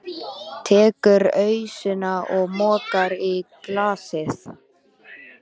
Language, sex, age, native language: Icelandic, male, 13, Icelandic